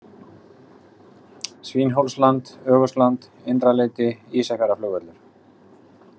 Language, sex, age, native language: Icelandic, male, 40-49, Icelandic